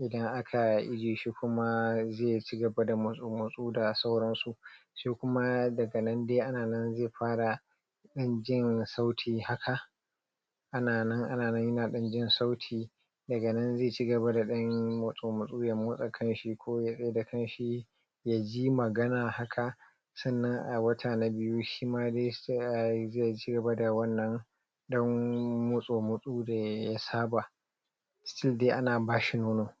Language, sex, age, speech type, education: Hausa, male, 30-45, spontaneous, tertiary